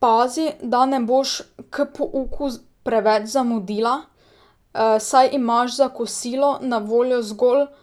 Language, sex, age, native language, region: Slovenian, female, 18-29, Slovenian, Drava region